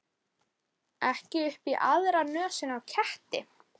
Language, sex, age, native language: Icelandic, female, 11, Icelandic